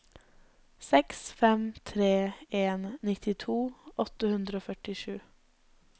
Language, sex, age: Norwegian, female, 20